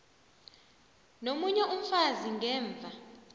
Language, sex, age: South Ndebele, female, 29